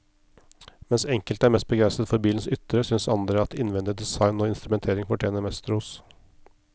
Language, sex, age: Norwegian, male, 34